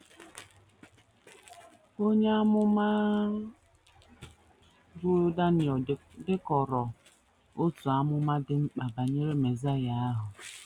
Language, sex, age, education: Igbo, female, 15-29, tertiary